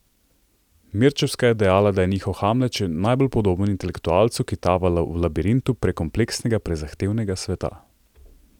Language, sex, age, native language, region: Slovenian, male, 30-49, Slovenian, Central Slovenia